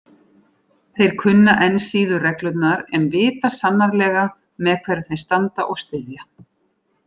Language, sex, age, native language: Icelandic, female, 40-49, Icelandic